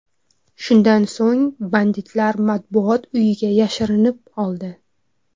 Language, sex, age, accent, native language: Uzbek, female, 25-34, Toshkent shahri, Uzbek